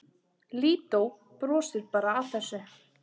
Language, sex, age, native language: Icelandic, male, 8, Icelandic